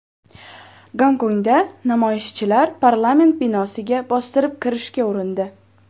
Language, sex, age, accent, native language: Uzbek, female, 12-17, Farg'ona, Uzbek